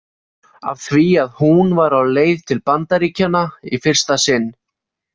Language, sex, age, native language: Icelandic, male, 20-29, Icelandic